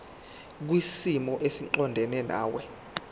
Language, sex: Zulu, male